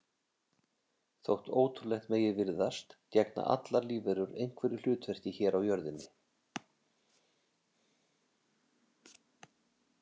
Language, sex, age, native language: Icelandic, male, 50-59, Icelandic